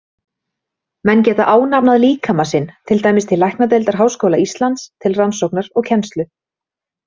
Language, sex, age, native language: Icelandic, female, 30-39, Icelandic